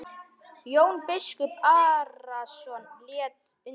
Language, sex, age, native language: Icelandic, male, 9, Icelandic